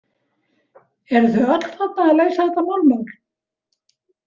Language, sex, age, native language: Icelandic, female, 70-79, Icelandic